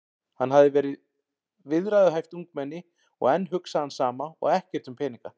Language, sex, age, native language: Icelandic, male, 40-49, Icelandic